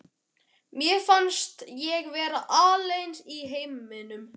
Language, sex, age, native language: Icelandic, male, 12, Icelandic